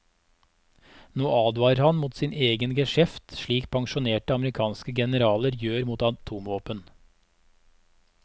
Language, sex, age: Norwegian, male, 34